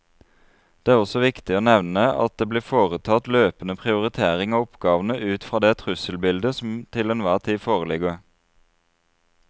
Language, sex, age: Norwegian, male, 33